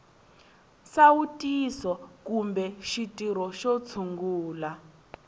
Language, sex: Tsonga, female